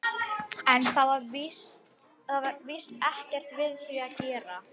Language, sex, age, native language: Icelandic, female, 11, Icelandic